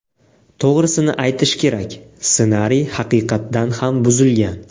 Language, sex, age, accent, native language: Uzbek, male, 18-24, Navoiy, Uzbek